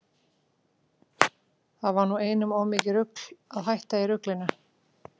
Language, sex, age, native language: Icelandic, female, 40-49, Icelandic